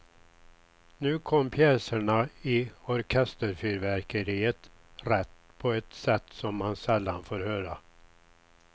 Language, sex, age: Swedish, male, 61